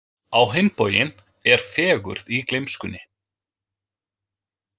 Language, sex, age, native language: Icelandic, male, 20-29, Icelandic